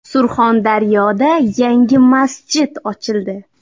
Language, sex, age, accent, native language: Uzbek, female, 19-29, Xorazm, Uzbek